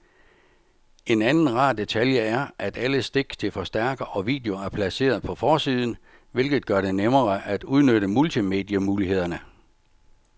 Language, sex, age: Danish, male, 64